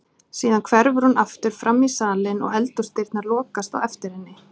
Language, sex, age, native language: Icelandic, female, 30-39, Icelandic